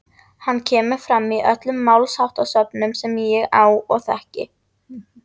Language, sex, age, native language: Icelandic, female, 40-49, Icelandic